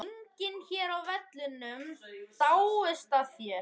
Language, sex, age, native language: Icelandic, male, 11, Icelandic